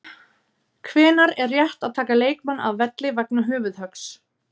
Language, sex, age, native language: Icelandic, female, 30-39, Icelandic